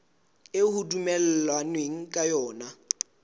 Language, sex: Southern Sotho, male